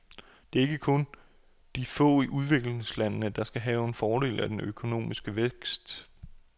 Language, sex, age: Danish, male, 28